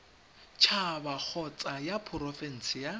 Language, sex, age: Tswana, male, 21